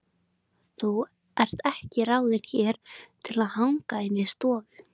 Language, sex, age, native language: Icelandic, female, 20-29, Icelandic